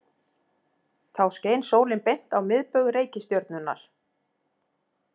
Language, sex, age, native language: Icelandic, female, 40-49, Icelandic